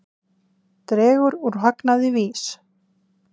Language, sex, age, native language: Icelandic, female, 20-29, Icelandic